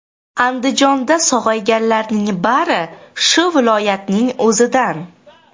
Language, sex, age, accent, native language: Uzbek, female, 18-24, Toshkent shahri, Uzbek